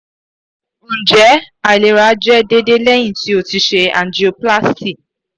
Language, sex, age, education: Yoruba, female, 15-29, tertiary